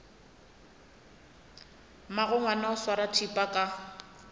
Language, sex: Northern Sotho, female